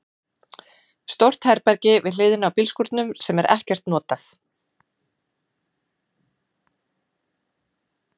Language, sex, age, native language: Icelandic, female, 40-49, Icelandic